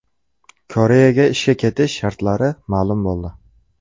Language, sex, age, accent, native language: Uzbek, male, 18-24, Farg'ona, Uzbek